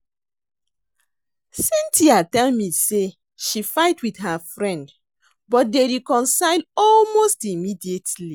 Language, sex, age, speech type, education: Nigerian Pidgin, female, 30-45, read, secondary